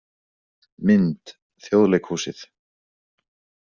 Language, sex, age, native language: Icelandic, male, 20-29, Icelandic